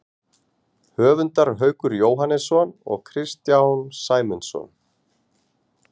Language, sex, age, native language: Icelandic, male, 40-49, Icelandic